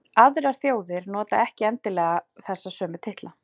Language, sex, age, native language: Icelandic, female, 40-49, Icelandic